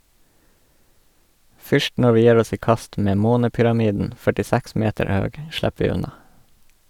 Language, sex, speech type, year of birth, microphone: Norwegian, male, read, 1986, Sennheiser